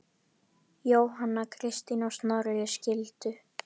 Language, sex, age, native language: Icelandic, female, 10, Icelandic